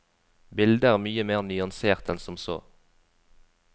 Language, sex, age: Norwegian, female, 20